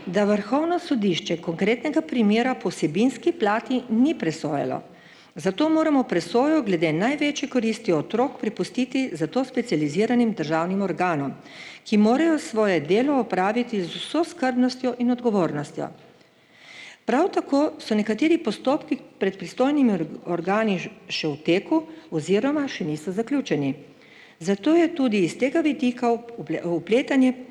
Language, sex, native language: Slovenian, female, Slovenian